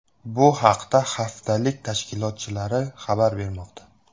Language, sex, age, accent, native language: Uzbek, male, 18-24, Buxoro, Uzbek